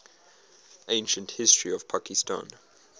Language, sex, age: English, male, 22